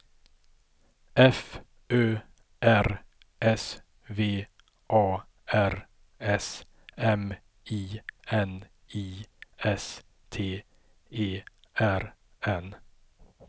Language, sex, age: Swedish, male, 50